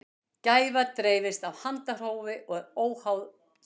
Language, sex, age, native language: Icelandic, female, 60-69, Icelandic